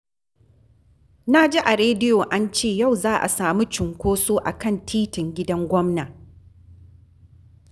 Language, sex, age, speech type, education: Hausa, female, 46-60, read, tertiary